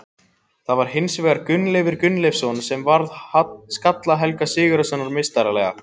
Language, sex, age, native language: Icelandic, other, 18-19, Icelandic